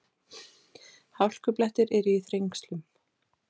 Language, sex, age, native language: Icelandic, female, 40-49, Icelandic